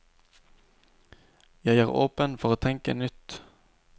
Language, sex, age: Norwegian, male, 29